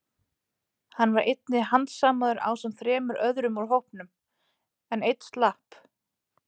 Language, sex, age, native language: Icelandic, female, 30-39, Icelandic